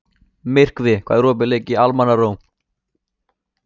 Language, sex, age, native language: Icelandic, male, 14, Icelandic